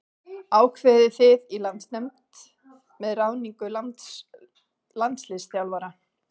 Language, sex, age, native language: Icelandic, female, 40-49, Icelandic